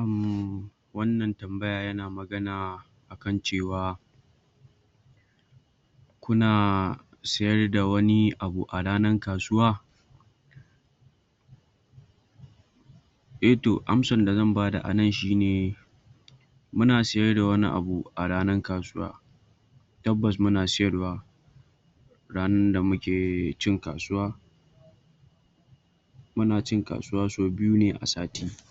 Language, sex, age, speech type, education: Hausa, male, 46-60, spontaneous, tertiary